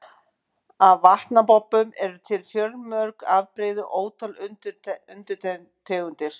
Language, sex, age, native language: Icelandic, female, 50-59, Icelandic